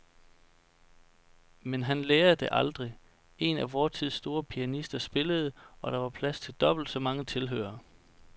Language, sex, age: Danish, male, 29